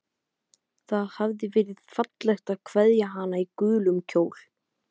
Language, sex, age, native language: Icelandic, male, 12, Icelandic